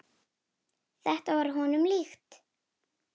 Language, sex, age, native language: Icelandic, female, 9, Icelandic